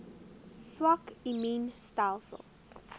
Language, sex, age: Afrikaans, female, 20